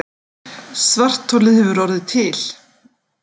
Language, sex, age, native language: Icelandic, female, 50-59, Icelandic